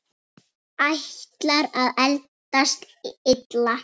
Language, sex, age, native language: Icelandic, female, 6, Icelandic